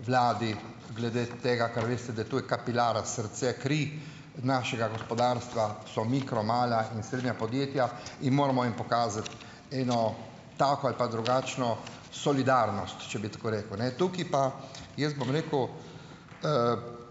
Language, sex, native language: Slovenian, male, Slovenian